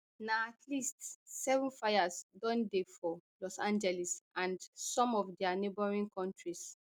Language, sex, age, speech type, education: Nigerian Pidgin, female, 30-45, spontaneous, tertiary